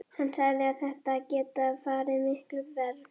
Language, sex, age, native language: Icelandic, female, 11, Icelandic